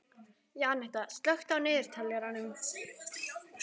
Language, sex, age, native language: Icelandic, female, 11, Icelandic